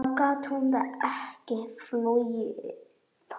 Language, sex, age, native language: Icelandic, female, 9, Icelandic